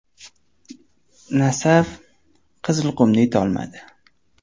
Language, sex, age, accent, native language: Uzbek, male, 18-24, Toshkent viloyati, Uzbek